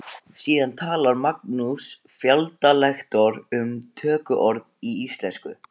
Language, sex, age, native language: Icelandic, male, 15, Icelandic